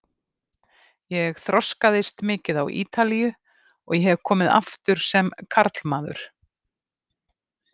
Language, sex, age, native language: Icelandic, female, 50-59, Icelandic